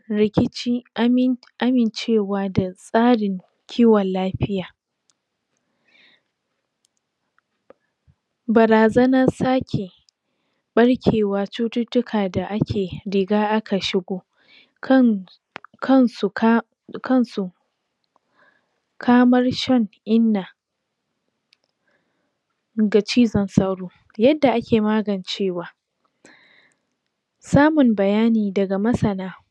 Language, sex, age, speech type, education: Hausa, female, 46-60, spontaneous, tertiary